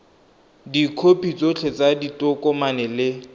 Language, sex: Tswana, male